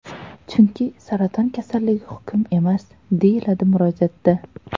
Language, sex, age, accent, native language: Uzbek, female, 18-24, Surxondaryo, Uzbek